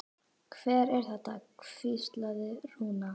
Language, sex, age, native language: Icelandic, female, 10, Icelandic